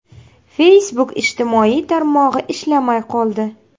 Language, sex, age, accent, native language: Uzbek, female, 30-39, Navoiy, Uzbek